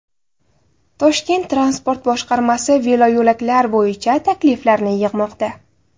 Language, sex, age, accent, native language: Uzbek, female, 18-24, Navoiy, Uzbek